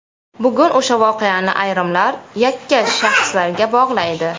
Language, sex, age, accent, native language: Uzbek, female, 25-34, Toshkent shahri, Uzbek